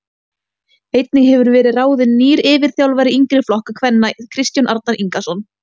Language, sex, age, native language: Icelandic, female, 18-19, Icelandic